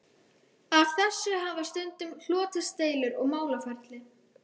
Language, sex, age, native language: Icelandic, female, 12, Icelandic